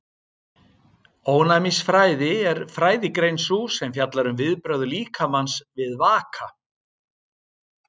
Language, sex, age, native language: Icelandic, male, 60-69, Icelandic